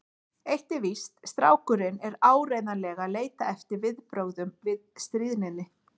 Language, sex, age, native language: Icelandic, female, 40-49, Icelandic